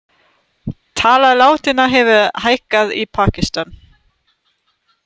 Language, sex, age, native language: Icelandic, female, 30-39, German